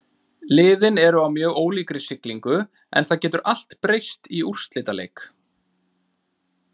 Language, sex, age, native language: Icelandic, male, 30-39, Icelandic